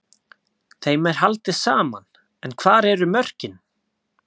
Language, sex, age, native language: Icelandic, male, 20-29, Icelandic